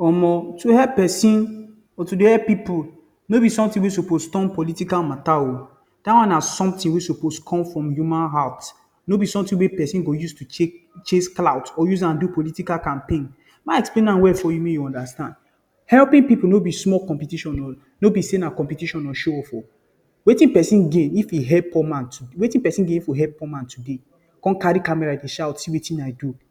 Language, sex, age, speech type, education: Nigerian Pidgin, male, 15-29, spontaneous, tertiary